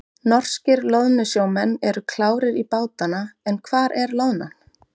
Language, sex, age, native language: Icelandic, female, 30-39, Icelandic